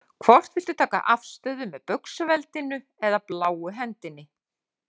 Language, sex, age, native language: Icelandic, female, 40-49, Icelandic